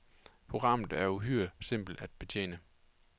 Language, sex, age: Danish, male, 28